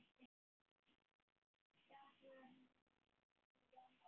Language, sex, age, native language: Icelandic, male, 9, Icelandic